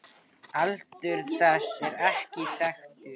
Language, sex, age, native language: Icelandic, male, 18-19, Icelandic